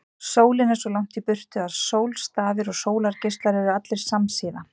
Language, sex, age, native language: Icelandic, female, 40-49, Icelandic